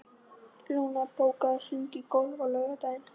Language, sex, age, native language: Icelandic, female, 12, Icelandic